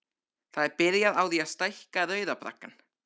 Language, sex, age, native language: Icelandic, male, 13, Icelandic